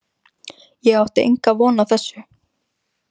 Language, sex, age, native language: Icelandic, female, 20-29, Icelandic